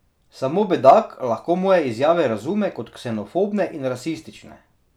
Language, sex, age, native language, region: Slovenian, male, 30-49, Slovenian, Drava region